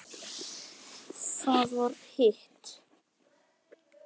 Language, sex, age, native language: Icelandic, male, 9, Icelandic